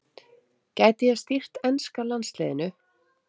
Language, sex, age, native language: Icelandic, female, 30-39, Icelandic